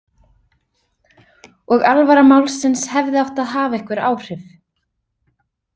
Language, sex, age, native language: Icelandic, female, 30-39, Icelandic